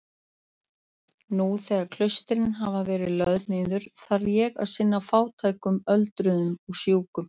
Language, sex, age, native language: Icelandic, female, 40-49, Icelandic